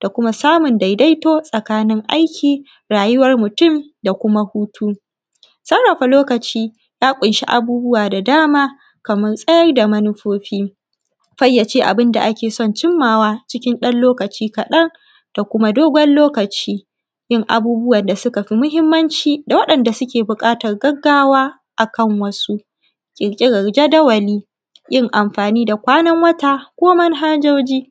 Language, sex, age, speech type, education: Hausa, female, 15-29, spontaneous, tertiary